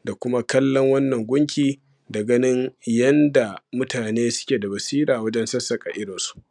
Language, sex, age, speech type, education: Hausa, male, 15-29, spontaneous, primary